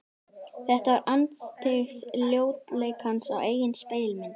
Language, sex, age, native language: Icelandic, female, 11, Icelandic